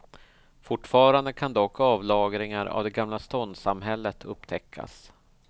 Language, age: Swedish, 38